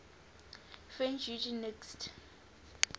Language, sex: English, female